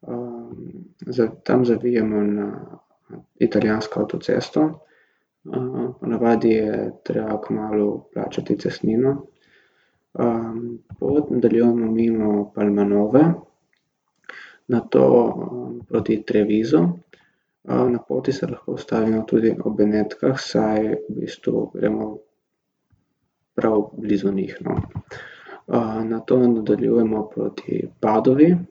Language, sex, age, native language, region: Slovenian, male, 18-29, Slovenian, Gorica region